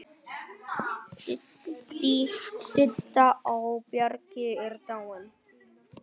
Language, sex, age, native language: Icelandic, male, 10, Vietnamese